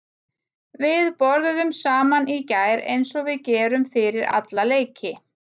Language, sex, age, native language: Icelandic, female, 40-49, Icelandic